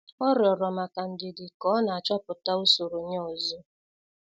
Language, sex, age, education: Igbo, female, 30-45, secondary